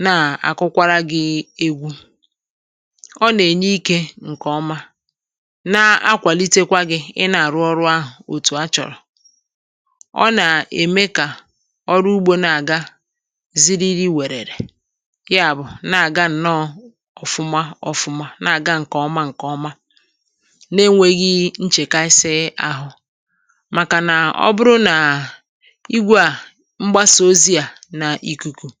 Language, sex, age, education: Igbo, female, 46-60, tertiary